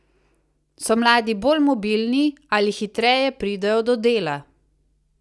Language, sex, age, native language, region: Slovenian, female, 30-49, Slovenian, Savinja region